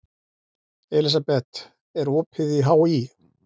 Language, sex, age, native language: Icelandic, male, 40-49, Icelandic